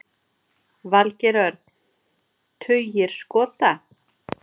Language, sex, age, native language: Icelandic, female, 30-39, Icelandic